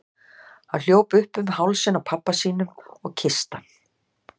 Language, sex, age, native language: Icelandic, female, 60-69, Icelandic